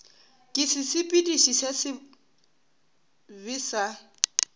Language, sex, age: Northern Sotho, female, 18